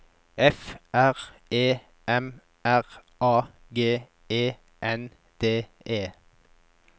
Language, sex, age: Norwegian, male, 21